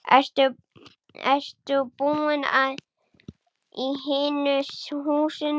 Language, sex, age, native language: Icelandic, male, 9, Icelandic